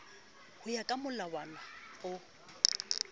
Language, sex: Southern Sotho, female